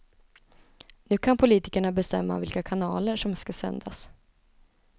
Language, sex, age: Swedish, female, 20